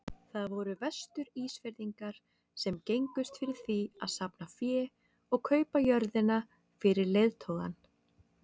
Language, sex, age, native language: Icelandic, female, 30-39, Icelandic